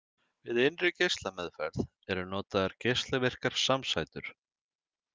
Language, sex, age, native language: Icelandic, male, 30-39, Icelandic